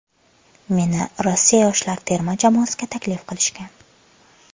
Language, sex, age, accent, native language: Uzbek, female, 25-34, Qashqadaryo, Uzbek